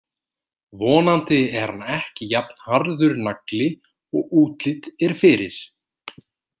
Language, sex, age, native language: Icelandic, male, 30-39, Icelandic